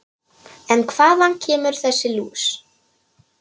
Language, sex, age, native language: Icelandic, male, 9, Polish